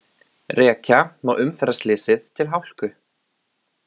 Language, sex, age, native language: Icelandic, male, 20-29, Icelandic